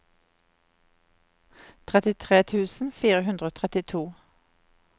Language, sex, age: Norwegian, female, 50